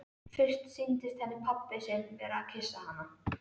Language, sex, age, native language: Icelandic, male, 13, Icelandic